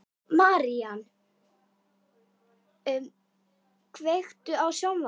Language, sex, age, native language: Icelandic, female, 12, Icelandic